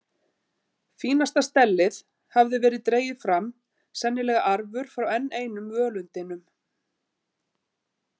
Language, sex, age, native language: Icelandic, female, 50-59, Icelandic